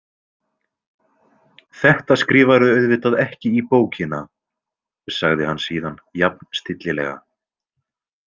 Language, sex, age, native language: Icelandic, male, 20-29, Icelandic